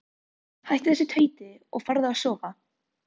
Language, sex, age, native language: Icelandic, female, 13, Filipino